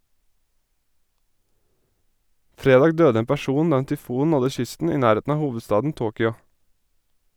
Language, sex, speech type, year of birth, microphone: Norwegian, male, read, 1987, Sennheiser